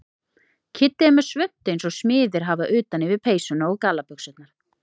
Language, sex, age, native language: Icelandic, female, 30-39, Icelandic